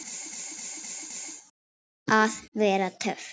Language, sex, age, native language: Icelandic, female, 6, Icelandic